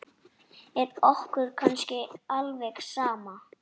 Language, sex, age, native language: Icelandic, female, 6, Icelandic